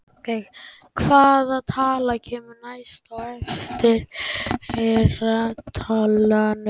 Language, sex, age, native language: Icelandic, male, 18-19, Icelandic